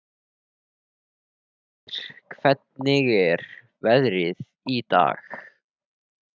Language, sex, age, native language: Icelandic, male, 13, Icelandic